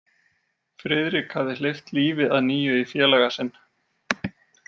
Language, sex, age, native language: Icelandic, male, 40-49, Icelandic